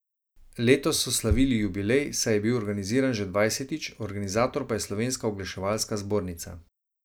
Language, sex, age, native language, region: Slovenian, male, 30-49, Slovenian, Savinja region